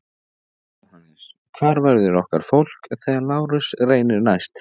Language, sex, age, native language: Icelandic, male, 14, Icelandic